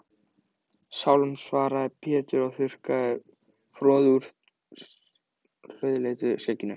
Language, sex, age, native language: Icelandic, male, 14, Icelandic